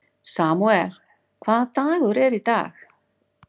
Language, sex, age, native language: Icelandic, female, 40-49, Icelandic